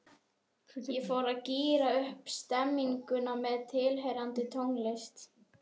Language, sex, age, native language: Icelandic, female, 11, Icelandic